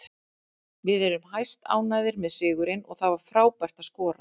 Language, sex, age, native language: Icelandic, female, 40-49, Icelandic